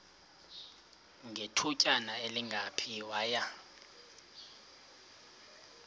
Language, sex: Xhosa, male